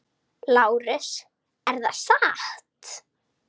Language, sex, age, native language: Icelandic, female, 9, Icelandic